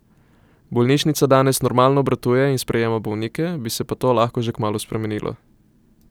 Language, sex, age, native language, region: Slovenian, male, 18-29, Slovenian, Coastal Karst region